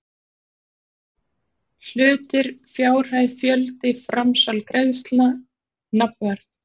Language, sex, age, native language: Icelandic, male, 40-49, Icelandic